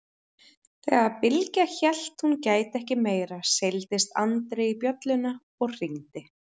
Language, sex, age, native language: Icelandic, female, 30-39, Icelandic